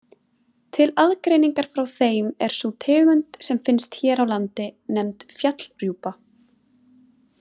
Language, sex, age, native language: Icelandic, female, 20-29, Icelandic